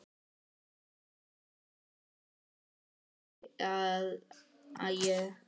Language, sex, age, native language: Icelandic, male, 9, Icelandic